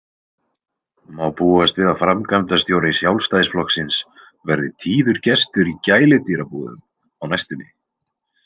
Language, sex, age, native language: Icelandic, male, 20-29, Icelandic